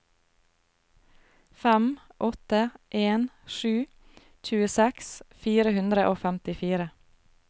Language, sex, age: Norwegian, female, 33